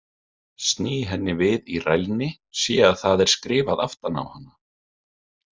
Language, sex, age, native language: Icelandic, male, 30-39, Icelandic